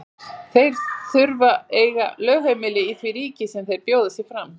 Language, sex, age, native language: Icelandic, female, 40-49, Icelandic